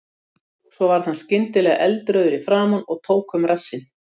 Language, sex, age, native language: Icelandic, female, 60-69, Icelandic